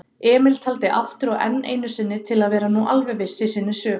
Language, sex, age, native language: Icelandic, female, 30-39, Icelandic